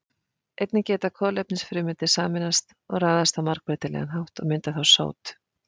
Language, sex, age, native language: Icelandic, female, 50-59, Icelandic